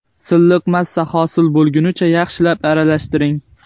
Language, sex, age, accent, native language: Uzbek, male, 18-24, Xorazm, Uzbek